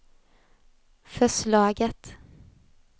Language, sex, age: Swedish, female, 20